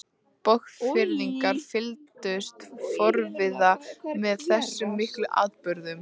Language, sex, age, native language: Icelandic, female, 13, Icelandic